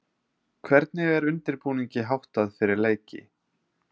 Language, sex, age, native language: Icelandic, male, 30-39, Icelandic